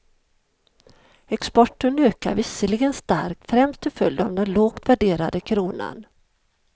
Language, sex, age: Swedish, female, 51